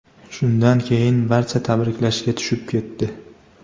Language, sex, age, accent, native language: Uzbek, male, 18-24, Andijon, Uzbek